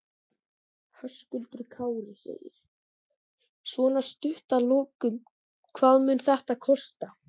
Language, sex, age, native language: Icelandic, male, 13, Icelandic